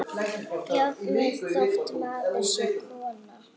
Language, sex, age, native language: Icelandic, female, 8, Icelandic